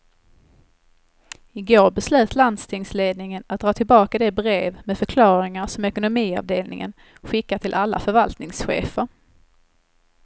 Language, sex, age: Swedish, female, 21